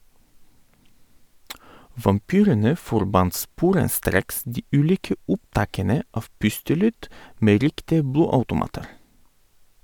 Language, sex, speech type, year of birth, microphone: Norwegian, male, read, 1985, Sennheiser